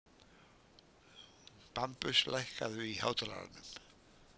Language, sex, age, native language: Icelandic, male, 70-79, Icelandic